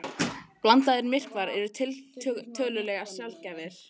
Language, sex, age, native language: Icelandic, female, 18-19, Icelandic